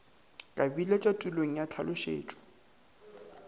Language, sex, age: Northern Sotho, male, 19